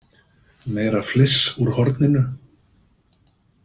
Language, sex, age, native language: Icelandic, male, 50-59, Icelandic